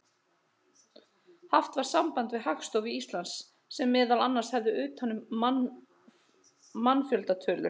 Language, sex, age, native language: Icelandic, male, 30-39, Icelandic